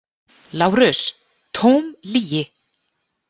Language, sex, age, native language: Icelandic, female, 40-49, Icelandic